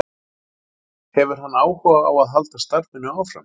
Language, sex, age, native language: Icelandic, male, 40-49, Icelandic